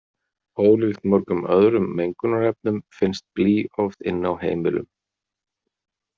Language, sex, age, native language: Icelandic, male, 40-49, Icelandic